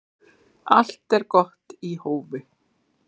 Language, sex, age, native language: Icelandic, female, 40-49, Icelandic